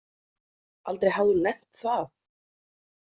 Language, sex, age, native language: Icelandic, female, 30-39, Icelandic